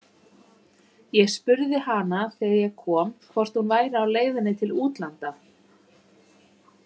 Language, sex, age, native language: Icelandic, female, 30-39, Icelandic